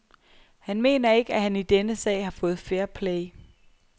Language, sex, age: Danish, female, 23